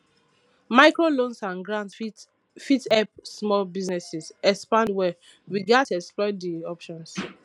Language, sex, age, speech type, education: Nigerian Pidgin, female, 15-29, spontaneous, tertiary